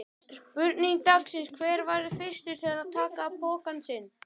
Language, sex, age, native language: Icelandic, male, 11, Icelandic